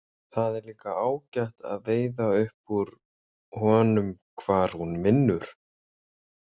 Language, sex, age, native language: Icelandic, male, 18-19, Icelandic